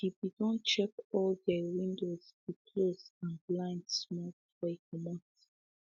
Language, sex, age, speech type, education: Nigerian Pidgin, female, 15-29, spontaneous, secondary